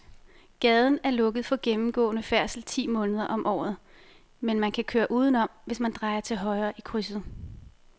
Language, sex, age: Danish, female, 28